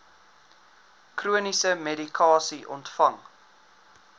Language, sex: Afrikaans, male